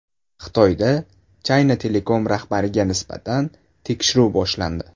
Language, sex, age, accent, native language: Uzbek, male, 18-24, Buxoro, Uzbek